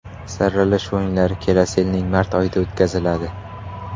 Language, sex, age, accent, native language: Uzbek, male, 18-24, Qashqadaryo, Uzbek